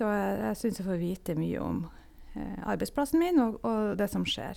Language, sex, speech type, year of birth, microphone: Norwegian, female, spontaneous, 1972, Sennheiser